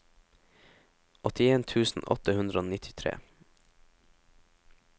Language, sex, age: Norwegian, male, 17